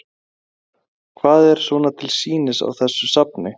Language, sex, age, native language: Icelandic, male, 20-29, Icelandic